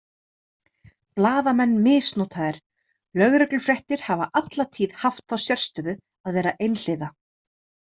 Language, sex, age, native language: Icelandic, female, 30-39, Icelandic